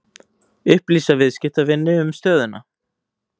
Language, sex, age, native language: Icelandic, male, 18-19, Icelandic